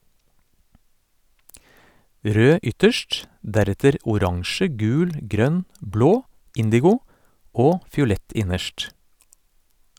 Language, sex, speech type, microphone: Norwegian, male, read, Sennheiser